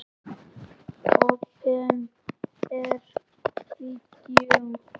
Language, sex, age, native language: Icelandic, male, 10, Icelandic